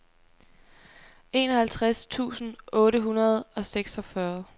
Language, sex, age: Danish, female, 23